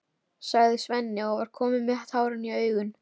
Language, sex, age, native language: Icelandic, female, 13, Icelandic